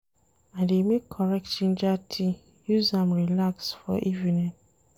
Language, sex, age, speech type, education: Nigerian Pidgin, female, 30-45, read, tertiary